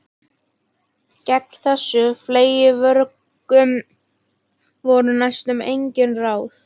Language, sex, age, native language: Icelandic, female, 12, Icelandic